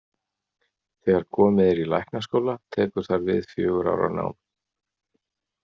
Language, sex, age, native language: Icelandic, male, 40-49, Icelandic